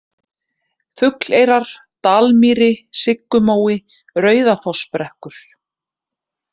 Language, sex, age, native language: Icelandic, female, 30-39, Icelandic